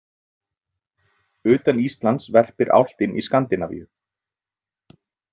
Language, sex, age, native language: Icelandic, male, 30-39, Icelandic